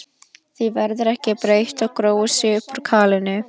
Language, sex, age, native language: Icelandic, female, 11, Icelandic